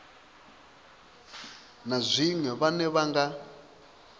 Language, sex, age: Venda, male, 22